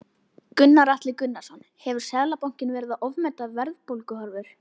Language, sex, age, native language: Icelandic, female, 11, Icelandic